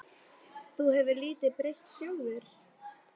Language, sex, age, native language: Icelandic, female, 12, Icelandic